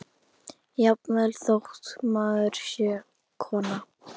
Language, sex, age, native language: Icelandic, female, 10, Icelandic